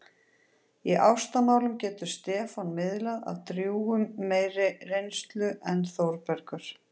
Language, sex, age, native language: Icelandic, female, 40-49, Icelandic